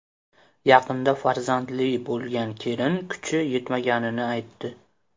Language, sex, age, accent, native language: Uzbek, male, 18-24, Qashqadaryo, Uzbek